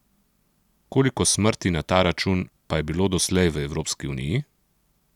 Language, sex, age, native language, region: Slovenian, male, 30-49, Slovenian, Central Slovenia